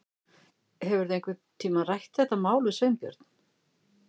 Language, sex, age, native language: Icelandic, female, 50-59, Icelandic